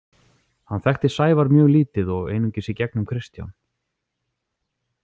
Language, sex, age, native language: Icelandic, male, 40-49, Icelandic